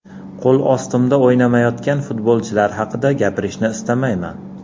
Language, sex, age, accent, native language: Uzbek, male, 40-49, Andijon, Uzbek